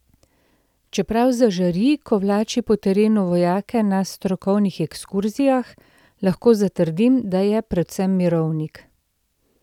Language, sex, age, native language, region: Slovenian, female, 30-49, Slovenian, Central Slovenia